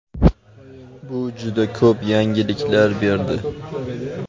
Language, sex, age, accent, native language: Uzbek, male, 25-34, Farg'ona, Uzbek